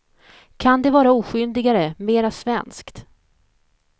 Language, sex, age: Swedish, female, 41